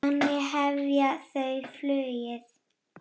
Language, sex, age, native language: Icelandic, female, 9, Icelandic